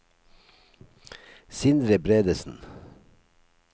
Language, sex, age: Norwegian, male, 57